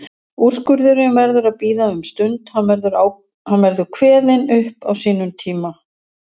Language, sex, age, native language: Icelandic, female, 60-69, Icelandic